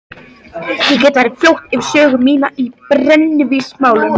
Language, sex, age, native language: Icelandic, female, 13, Icelandic